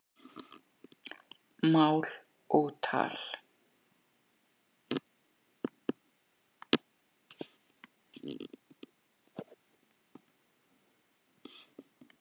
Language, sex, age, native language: Icelandic, female, 60-69, Icelandic